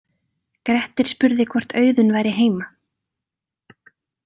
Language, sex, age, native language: Icelandic, female, 30-39, Icelandic